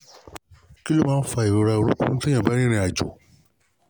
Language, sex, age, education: Yoruba, male, 30-45, tertiary